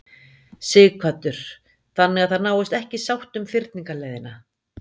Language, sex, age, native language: Icelandic, female, 50-59, Icelandic